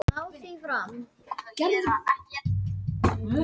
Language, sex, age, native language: Icelandic, male, 18-19, Icelandic